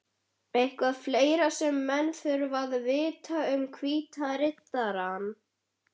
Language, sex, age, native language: Icelandic, male, 11, Icelandic